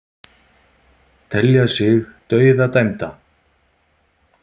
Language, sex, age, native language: Icelandic, male, 50-59, Icelandic